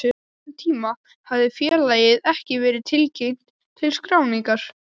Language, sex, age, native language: Icelandic, male, 12, Icelandic